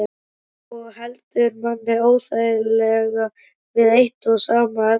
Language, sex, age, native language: Icelandic, male, 12, Icelandic